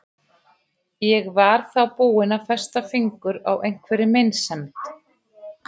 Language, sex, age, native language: Icelandic, male, 11, Icelandic